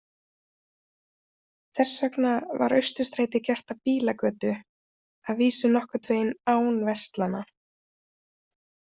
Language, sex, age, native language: Icelandic, female, 30-39, Icelandic